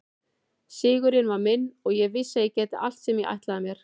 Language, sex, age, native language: Icelandic, female, 40-49, Icelandic